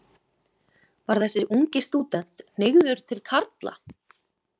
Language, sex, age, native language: Icelandic, female, 20-29, Icelandic